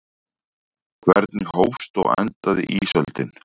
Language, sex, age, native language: Icelandic, male, 40-49, Icelandic